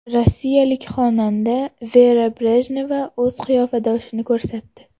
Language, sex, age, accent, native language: Uzbek, female, 18-24, Toshkent shahri, Uzbek